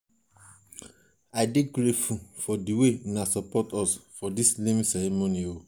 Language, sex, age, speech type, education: Nigerian Pidgin, male, 30-45, spontaneous, tertiary